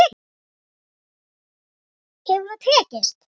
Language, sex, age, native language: Icelandic, male, 6, Icelandic